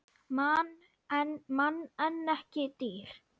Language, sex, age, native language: Icelandic, female, 9, Icelandic